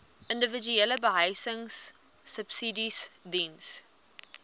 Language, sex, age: Afrikaans, female, 20